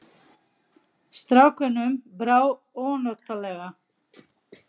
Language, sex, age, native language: Icelandic, female, 30-39, Icelandic